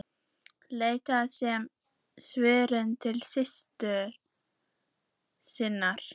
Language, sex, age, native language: Icelandic, female, 14, Icelandic